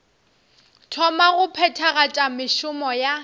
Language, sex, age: Northern Sotho, female, 18